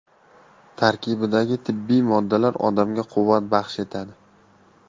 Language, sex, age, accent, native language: Uzbek, male, 18-24, Andijon, Uzbek